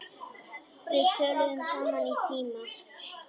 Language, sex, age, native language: Icelandic, female, 10, Icelandic